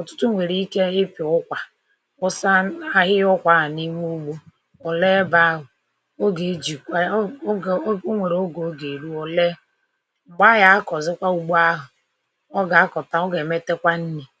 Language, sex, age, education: Igbo, male, 60+, tertiary